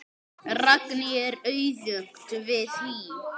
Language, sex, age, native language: Icelandic, male, 10, Icelandic